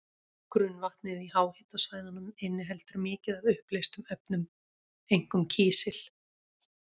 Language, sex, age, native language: Icelandic, female, 40-49, Icelandic